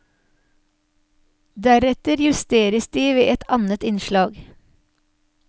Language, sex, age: Norwegian, female, 46